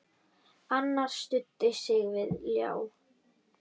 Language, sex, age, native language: Icelandic, female, 10, Icelandic